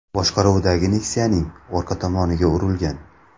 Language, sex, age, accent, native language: Uzbek, male, 19-29, Samarqand, Uzbek